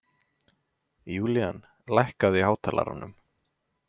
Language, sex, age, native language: Icelandic, male, 20-29, Icelandic